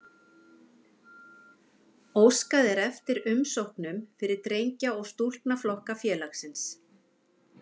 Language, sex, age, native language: Icelandic, female, 50-59, Icelandic